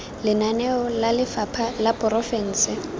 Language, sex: Tswana, female